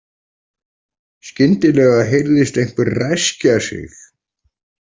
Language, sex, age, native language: Icelandic, male, 40-49, Icelandic